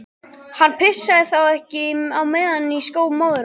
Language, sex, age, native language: Icelandic, other, 12, Icelandic